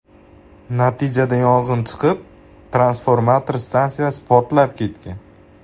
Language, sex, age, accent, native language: Uzbek, male, 18-24, Andijon, Uzbek